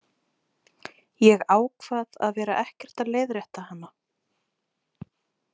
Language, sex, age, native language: Icelandic, female, 20-29, Icelandic